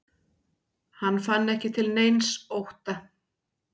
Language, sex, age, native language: Icelandic, female, 60-69, Icelandic